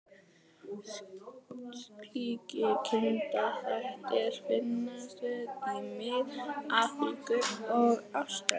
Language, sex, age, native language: Icelandic, female, 18-19, Icelandic